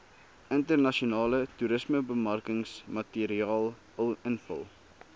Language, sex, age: Afrikaans, male, 19